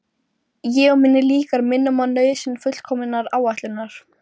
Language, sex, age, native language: Icelandic, female, 12, Icelandic